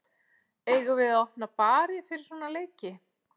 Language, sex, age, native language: Icelandic, female, 40-49, Icelandic